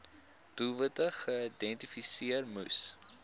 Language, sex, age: Afrikaans, male, 22